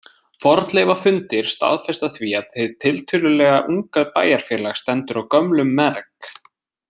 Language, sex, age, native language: Icelandic, male, 20-29, Icelandic